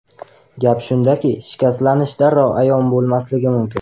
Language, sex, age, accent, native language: Uzbek, male, 18-24, Qashqadaryo, Uzbek